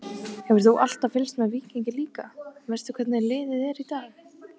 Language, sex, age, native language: Icelandic, female, 18-19, Icelandic